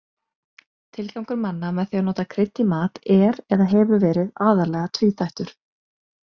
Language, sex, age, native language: Icelandic, female, 20-29, Icelandic